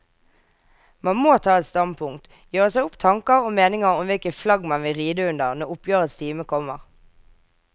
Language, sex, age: Norwegian, female, 24